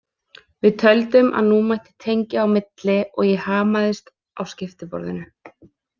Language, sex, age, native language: Icelandic, female, 20-29, Icelandic